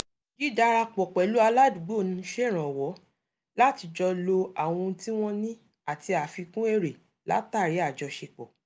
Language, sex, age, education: Yoruba, female, 30-45, tertiary